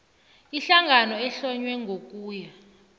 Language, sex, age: South Ndebele, female, 20